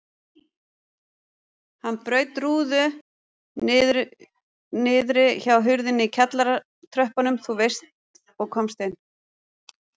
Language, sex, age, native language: Icelandic, female, 40-49, Icelandic